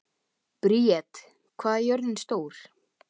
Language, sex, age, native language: Icelandic, male, 12, Icelandic